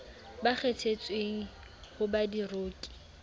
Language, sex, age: Southern Sotho, female, 18